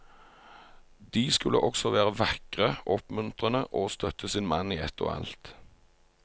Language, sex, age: Norwegian, male, 45